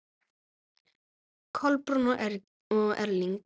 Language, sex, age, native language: Icelandic, female, 9, Icelandic